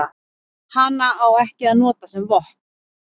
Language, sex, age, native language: Icelandic, female, 30-39, Icelandic